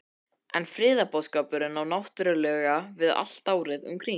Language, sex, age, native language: Icelandic, male, 13, Icelandic